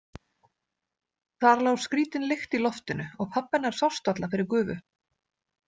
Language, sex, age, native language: Icelandic, female, 40-49, Icelandic